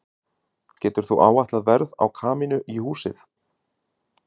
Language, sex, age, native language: Icelandic, male, 30-39, Icelandic